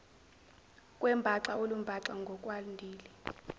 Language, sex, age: Zulu, female, 17